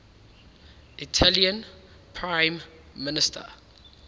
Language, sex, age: English, male, 19